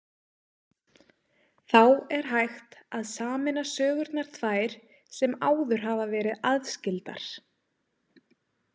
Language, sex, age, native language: Icelandic, female, 30-39, Icelandic